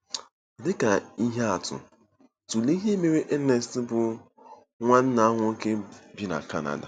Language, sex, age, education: Igbo, male, 15-29, tertiary